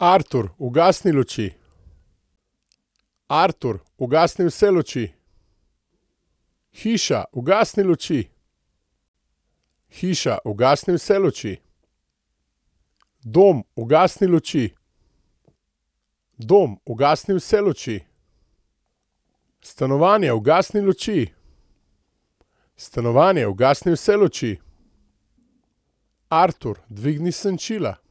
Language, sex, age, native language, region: Slovenian, male, 30-49, Slovenian, Gorenjska region